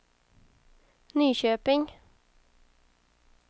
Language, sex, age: Swedish, female, 22